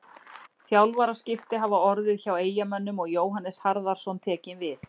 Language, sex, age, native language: Icelandic, female, 40-49, Icelandic